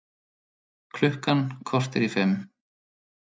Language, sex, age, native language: Icelandic, male, 30-39, Icelandic